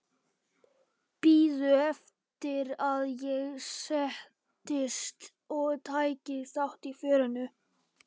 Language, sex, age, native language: Icelandic, male, 11, Polish